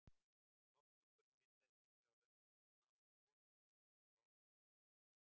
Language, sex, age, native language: Icelandic, male, 60-69, Icelandic